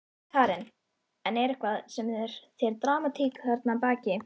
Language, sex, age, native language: Icelandic, female, 11, Icelandic